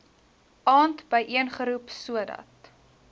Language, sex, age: Afrikaans, female, 19